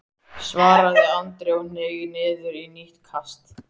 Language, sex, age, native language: Icelandic, male, 14, Icelandic